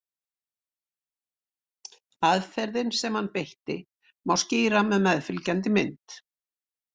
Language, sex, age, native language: Icelandic, female, 60-69, Icelandic